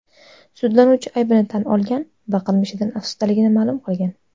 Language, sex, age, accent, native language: Uzbek, female, 19-29, Qashqadaryo, Uzbek